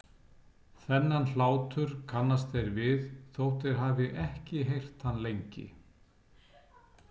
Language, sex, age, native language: Icelandic, male, 60-69, Icelandic